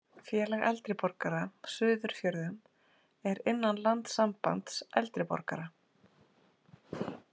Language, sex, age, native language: Icelandic, female, 40-49, Icelandic